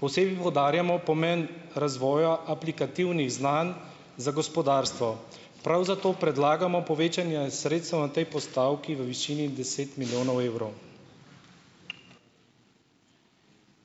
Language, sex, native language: Slovenian, male, Slovenian